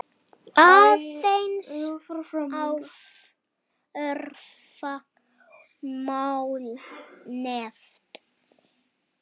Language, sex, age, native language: Icelandic, female, 5, Icelandic